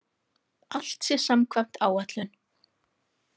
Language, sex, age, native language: Icelandic, female, 40-49, Icelandic